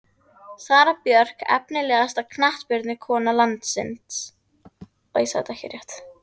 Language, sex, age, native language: Icelandic, female, 40-49, Icelandic